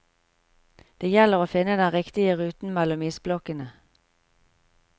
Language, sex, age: Norwegian, female, 45